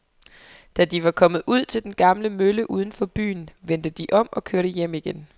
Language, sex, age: Danish, female, 23